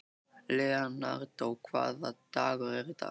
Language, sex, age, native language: Icelandic, male, 13, Icelandic